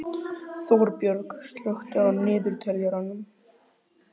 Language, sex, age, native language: Icelandic, male, 12, Icelandic